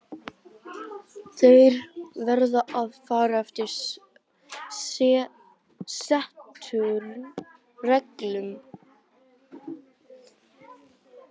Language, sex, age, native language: Icelandic, male, 18-19, Icelandic